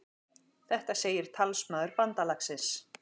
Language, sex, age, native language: Icelandic, female, 40-49, Icelandic